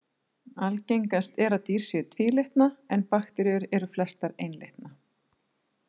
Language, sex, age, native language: Icelandic, female, 40-49, Icelandic